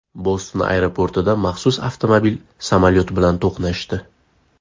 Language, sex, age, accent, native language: Uzbek, male, 18-24, Farg'ona, Uzbek